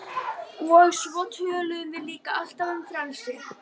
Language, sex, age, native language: Icelandic, female, 12, Icelandic